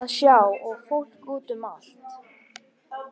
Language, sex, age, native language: Icelandic, male, 18-19, Icelandic